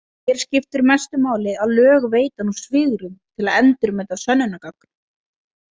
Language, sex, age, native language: Icelandic, female, 30-39, Icelandic